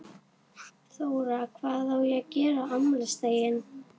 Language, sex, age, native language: Icelandic, female, 11, Icelandic